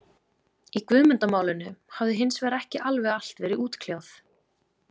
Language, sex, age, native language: Icelandic, female, 20-29, Icelandic